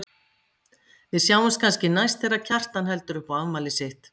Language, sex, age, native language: Icelandic, female, 50-59, Icelandic